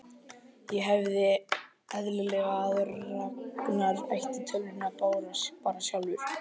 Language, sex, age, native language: Icelandic, male, 11, Icelandic